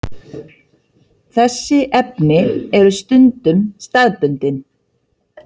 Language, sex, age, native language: Icelandic, female, 30-39, Icelandic